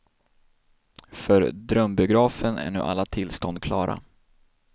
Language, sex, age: Swedish, male, 26